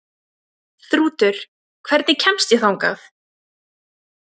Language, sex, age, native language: Icelandic, female, 20-29, Icelandic